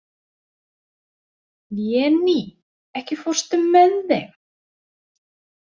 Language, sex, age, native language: Icelandic, female, 40-49, Icelandic